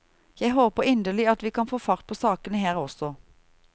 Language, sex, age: Norwegian, female, 38